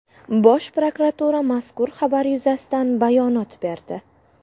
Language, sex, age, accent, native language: Uzbek, female, 18-24, Qashqadaryo, Uzbek